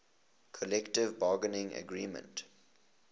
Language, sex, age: English, male, 20